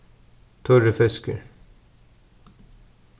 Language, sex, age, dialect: Faroese, male, 36-60, Suðurstreymoy